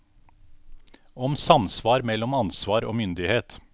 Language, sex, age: Norwegian, male, 49